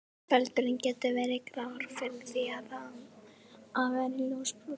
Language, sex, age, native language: Icelandic, female, 18-19, Icelandic